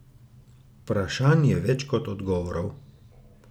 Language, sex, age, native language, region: Slovenian, male, 30-49, Slovenian, Gorica region